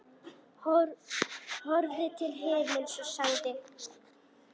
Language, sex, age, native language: Icelandic, other, 10, Icelandic